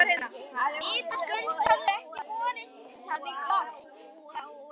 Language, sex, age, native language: Icelandic, female, 11, Icelandic